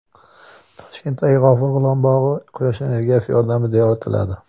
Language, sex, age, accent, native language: Uzbek, male, 25-34, Andijon, Uzbek